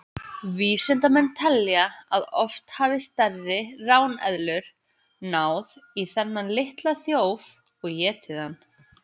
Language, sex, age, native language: Icelandic, female, 20-29, Icelandic